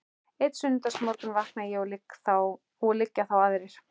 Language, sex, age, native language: Icelandic, male, 11, Icelandic